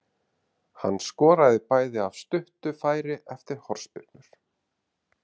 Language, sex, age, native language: Icelandic, male, 30-39, Icelandic